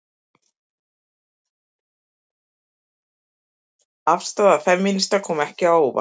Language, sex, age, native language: Icelandic, female, 50-59, Icelandic